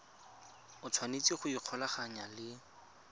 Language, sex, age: Tswana, male, 25